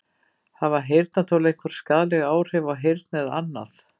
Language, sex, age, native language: Icelandic, female, 50-59, Icelandic